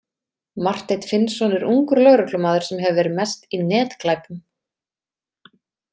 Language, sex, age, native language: Icelandic, female, 30-39, Icelandic